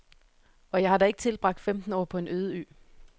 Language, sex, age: Danish, female, 31